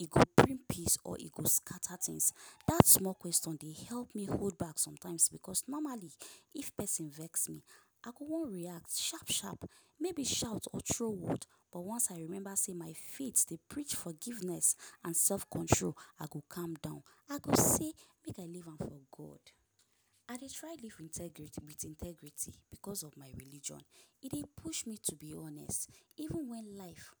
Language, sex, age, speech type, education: Nigerian Pidgin, female, 15-29, spontaneous, tertiary